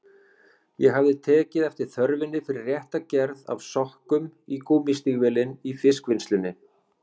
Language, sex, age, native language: Icelandic, male, 30-39, Icelandic